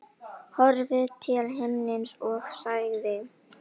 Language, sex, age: Icelandic, female, 10